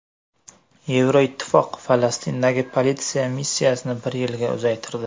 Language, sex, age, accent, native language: Uzbek, male, 18-24, Surxondaryo, Uzbek